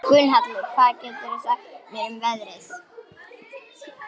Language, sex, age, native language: Icelandic, male, 18-19, Icelandic